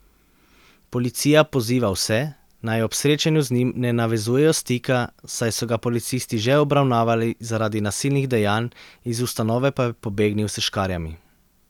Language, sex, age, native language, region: Slovenian, male, 30-49, Slovenian, Central Slovenia